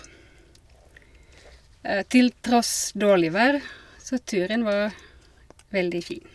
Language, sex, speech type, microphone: Norwegian, female, spontaneous, Shure